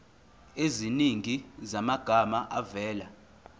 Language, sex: Zulu, male